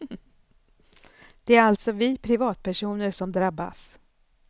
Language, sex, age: Swedish, female, 64